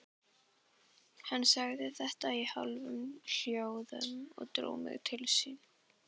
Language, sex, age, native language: Icelandic, female, 18-19, Icelandic